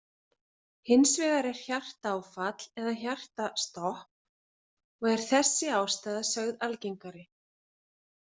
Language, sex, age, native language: Icelandic, female, 40-49, Icelandic